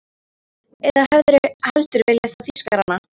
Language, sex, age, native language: Icelandic, female, 13, Icelandic